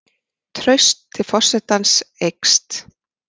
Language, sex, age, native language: Icelandic, female, 40-49, Icelandic